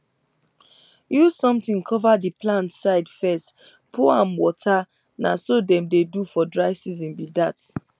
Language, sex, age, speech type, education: Nigerian Pidgin, female, 15-29, spontaneous, tertiary